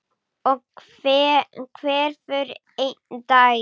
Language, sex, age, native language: Icelandic, male, 9, Icelandic